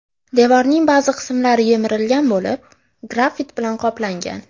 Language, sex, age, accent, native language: Uzbek, female, under 19, Farg'ona, Uzbek